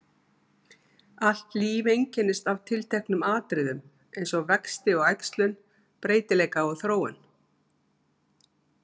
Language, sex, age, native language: Icelandic, female, 50-59, Icelandic